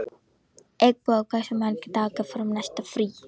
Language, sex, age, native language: Icelandic, female, 14, Icelandic